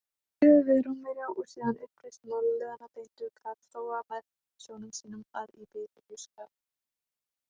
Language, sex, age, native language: Icelandic, female, 18-19, Icelandic